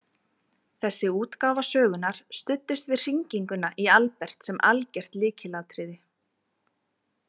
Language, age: Icelandic, 20-29